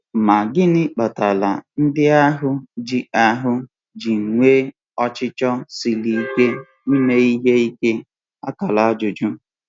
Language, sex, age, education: Igbo, male, 15-29, tertiary